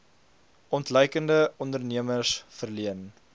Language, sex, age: Afrikaans, male, 22